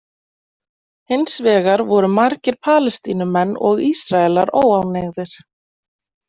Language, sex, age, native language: Icelandic, female, 20-29, Icelandic